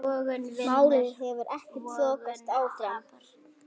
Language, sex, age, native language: Icelandic, female, 9, Icelandic